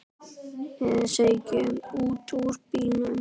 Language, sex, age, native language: Icelandic, male, 10, Icelandic